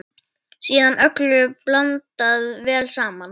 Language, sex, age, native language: Icelandic, female, 10, Icelandic